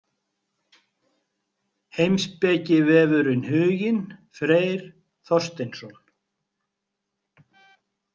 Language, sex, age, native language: Icelandic, male, 50-59, Icelandic